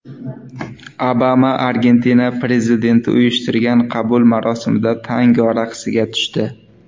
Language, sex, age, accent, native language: Uzbek, male, 19-29, Qashqadaryo, Uzbek